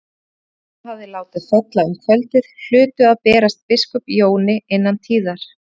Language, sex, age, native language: Icelandic, female, 30-39, Icelandic